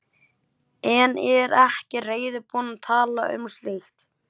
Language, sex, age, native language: Icelandic, male, 11, Icelandic